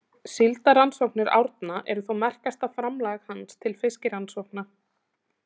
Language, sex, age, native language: Icelandic, male, 18-19, Icelandic